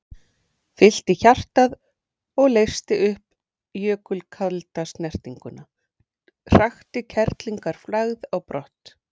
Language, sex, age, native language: Icelandic, female, 40-49, Icelandic